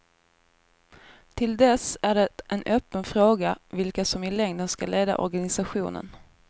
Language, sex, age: Swedish, female, 24